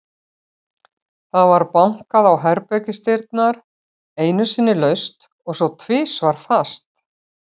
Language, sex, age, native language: Icelandic, female, 60-69, Icelandic